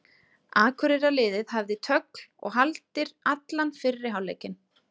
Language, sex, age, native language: Icelandic, female, 30-39, Icelandic